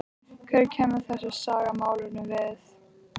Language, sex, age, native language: Icelandic, other, 13, Icelandic